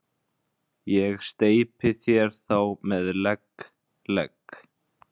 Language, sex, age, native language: Icelandic, male, 20-29, Icelandic